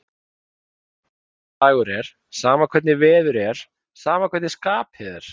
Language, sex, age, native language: Icelandic, male, 30-39, Icelandic